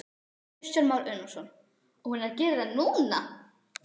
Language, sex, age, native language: Icelandic, female, 12, Icelandic